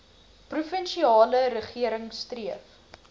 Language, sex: Afrikaans, female